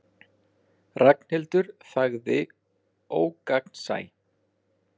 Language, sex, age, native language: Icelandic, male, 40-49, Icelandic